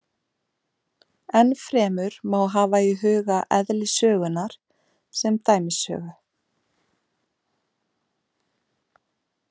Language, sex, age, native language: Icelandic, female, 40-49, Icelandic